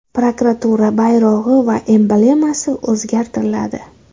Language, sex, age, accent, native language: Uzbek, female, under 19, Qashqadaryo, Uzbek